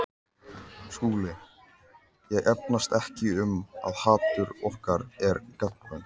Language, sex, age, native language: Icelandic, male, 14, Icelandic